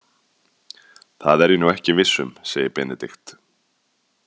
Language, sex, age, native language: Icelandic, male, 30-39, Icelandic